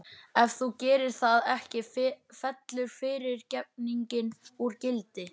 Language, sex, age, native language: Icelandic, male, 11, Icelandic